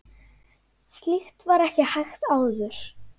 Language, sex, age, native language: Icelandic, female, 9, Icelandic